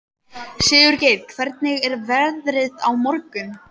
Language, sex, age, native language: Icelandic, female, 13, Icelandic